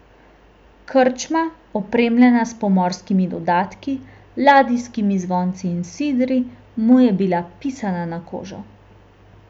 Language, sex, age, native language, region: Slovenian, female, 18-29, Slovenian, Central Slovenia